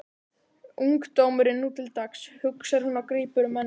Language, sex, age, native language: Icelandic, male, 12, Icelandic